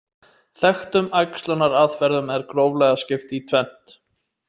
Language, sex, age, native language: Icelandic, male, 30-39, Icelandic